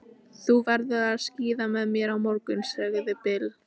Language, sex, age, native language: Icelandic, female, 15, Icelandic